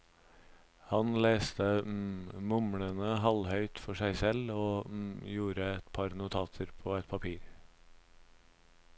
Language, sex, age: Norwegian, male, 26